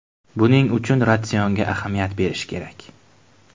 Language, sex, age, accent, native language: Uzbek, male, 18-24, Buxoro, Uzbek